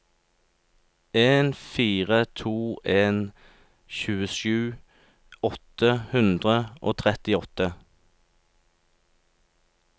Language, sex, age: Norwegian, male, 36